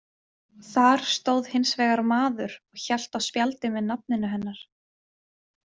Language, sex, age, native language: Icelandic, female, 20-29, Icelandic